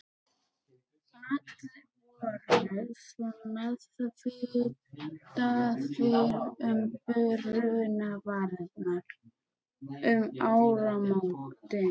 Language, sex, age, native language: Icelandic, male, 12, Icelandic